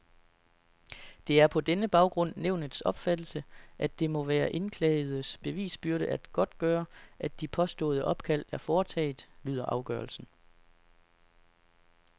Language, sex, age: Danish, male, 33